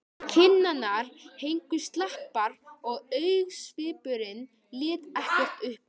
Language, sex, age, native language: Icelandic, male, 13, Icelandic